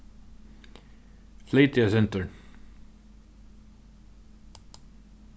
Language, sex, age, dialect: Faroese, male, 15-35, Norðurstreymoy/Eysturoy